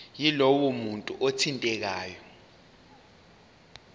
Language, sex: Zulu, male